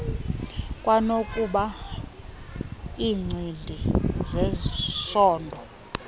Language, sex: Xhosa, female